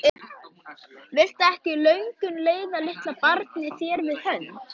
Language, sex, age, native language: Icelandic, male, 13, Icelandic